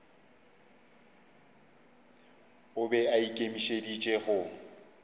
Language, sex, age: Northern Sotho, male, 35